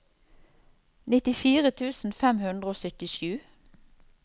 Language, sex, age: Norwegian, female, 54